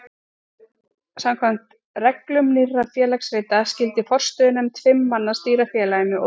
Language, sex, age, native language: Icelandic, female, 40-49, Icelandic